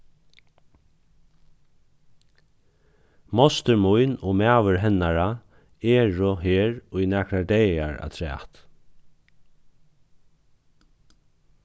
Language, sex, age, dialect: Faroese, male, 36-60, Norðuroyggjar